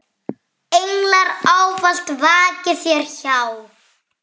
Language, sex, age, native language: Icelandic, female, 6, Icelandic